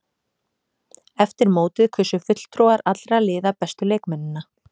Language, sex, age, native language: Icelandic, female, 30-39, Icelandic